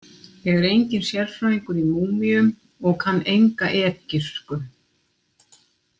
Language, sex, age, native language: Icelandic, female, 60-69, Icelandic